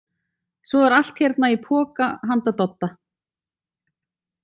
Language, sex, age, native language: Icelandic, female, 40-49, Icelandic